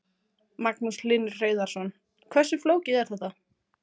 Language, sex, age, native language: Icelandic, female, 20-29, Icelandic